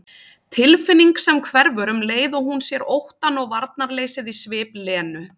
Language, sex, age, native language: Icelandic, female, 30-39, Icelandic